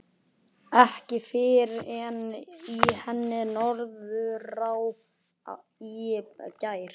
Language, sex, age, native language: Icelandic, male, 11, Icelandic